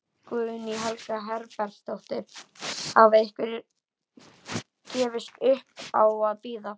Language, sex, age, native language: Icelandic, female, 11, Icelandic